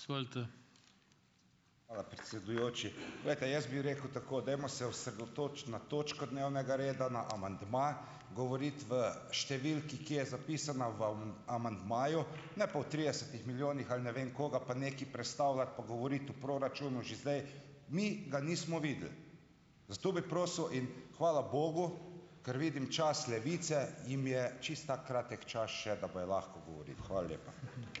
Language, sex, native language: Slovenian, male, Slovenian